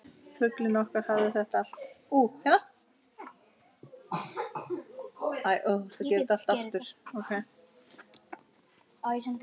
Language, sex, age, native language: Icelandic, male, 10, Icelandic